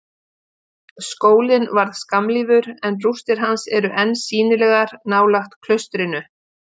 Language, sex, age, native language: Icelandic, female, 50-59, Icelandic